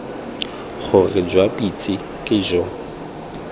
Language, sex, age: Tswana, male, 23